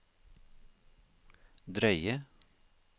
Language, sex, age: Norwegian, male, 53